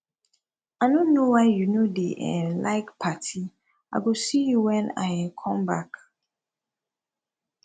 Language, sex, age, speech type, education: Nigerian Pidgin, female, 15-29, spontaneous, tertiary